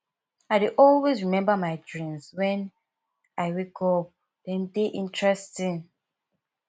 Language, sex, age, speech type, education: Nigerian Pidgin, female, 15-29, spontaneous, tertiary